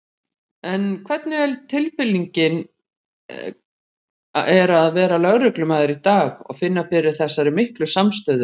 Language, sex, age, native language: Icelandic, female, 50-59, Icelandic